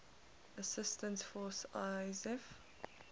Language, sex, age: English, female, 19